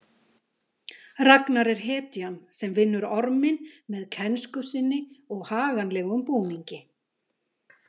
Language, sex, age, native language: Icelandic, female, 50-59, Icelandic